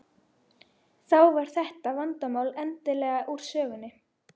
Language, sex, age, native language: Icelandic, female, 12, Icelandic